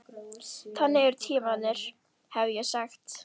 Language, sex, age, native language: Icelandic, female, 11, Icelandic